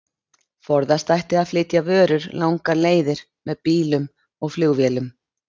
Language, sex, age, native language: Icelandic, female, 50-59, Icelandic